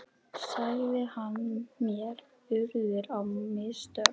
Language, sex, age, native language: Icelandic, female, 12, Icelandic